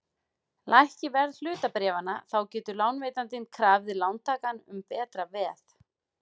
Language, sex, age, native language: Icelandic, female, 40-49, Icelandic